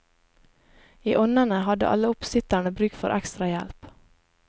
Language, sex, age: Norwegian, female, 28